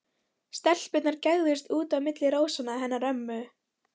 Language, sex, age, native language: Icelandic, female, 13, Icelandic